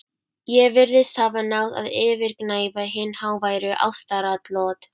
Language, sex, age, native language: Icelandic, female, 12, Icelandic